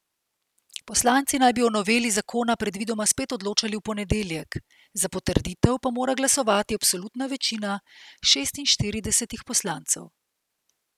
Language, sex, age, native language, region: Slovenian, female, 50-59, Slovenian, Central Slovenia